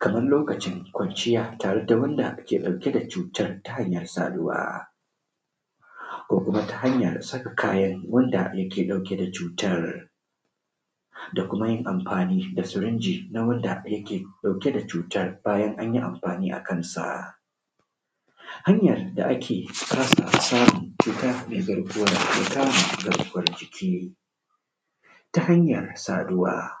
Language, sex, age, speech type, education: Hausa, male, 15-29, spontaneous, tertiary